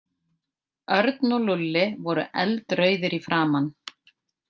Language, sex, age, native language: Icelandic, female, 50-59, Icelandic